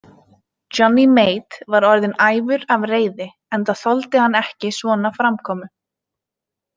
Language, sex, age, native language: Icelandic, female, 20-29, Icelandic